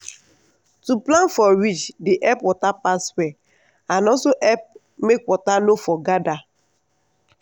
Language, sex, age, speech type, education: Nigerian Pidgin, female, 15-29, spontaneous, tertiary